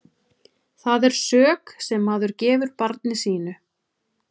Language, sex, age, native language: Icelandic, female, 30-39, Icelandic